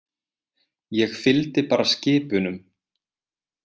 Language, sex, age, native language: Icelandic, male, 20-29, Icelandic